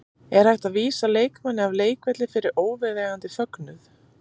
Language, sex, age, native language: Icelandic, female, 30-39, Icelandic